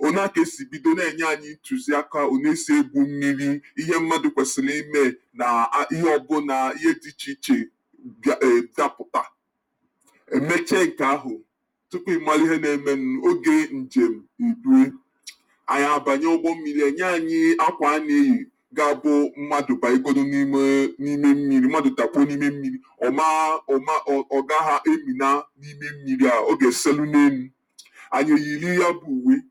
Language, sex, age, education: Igbo, male, 30-45, tertiary